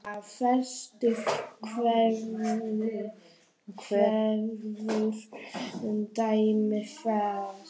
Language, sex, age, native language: Icelandic, male, 9, Polish